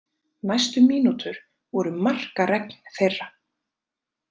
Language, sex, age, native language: Icelandic, female, 30-39, Icelandic